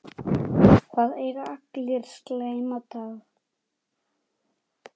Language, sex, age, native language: Icelandic, male, 7, Icelandic